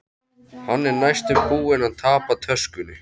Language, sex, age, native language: Icelandic, male, 13, Icelandic